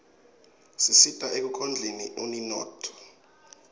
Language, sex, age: Swati, male, 21